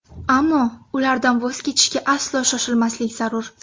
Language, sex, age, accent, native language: Uzbek, female, 19-29, Surxondaryo, Uzbek